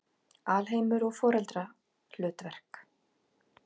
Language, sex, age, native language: Icelandic, female, 50-59, Icelandic